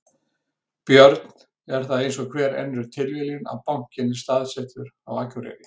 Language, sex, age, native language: Icelandic, male, 60-69, Icelandic